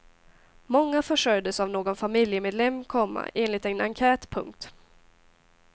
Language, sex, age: Swedish, female, 18